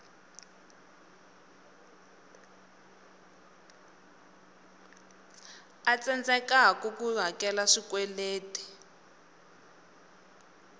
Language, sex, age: Tsonga, female, 18